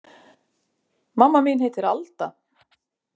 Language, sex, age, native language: Icelandic, female, 50-59, Icelandic